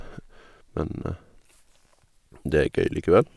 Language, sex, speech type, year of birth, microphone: Norwegian, male, spontaneous, 1991, Sennheiser